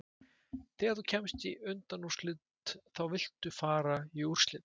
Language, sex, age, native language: Icelandic, male, 20-29, Icelandic